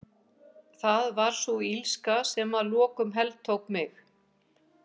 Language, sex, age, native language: Icelandic, female, 50-59, Icelandic